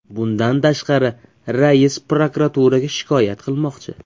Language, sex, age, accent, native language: Uzbek, male, 18-24, Toshkent viloyati, Uzbek